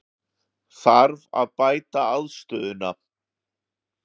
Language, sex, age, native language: Icelandic, male, 40-49, Icelandic